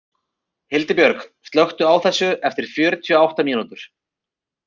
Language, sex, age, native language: Icelandic, male, 30-39, Icelandic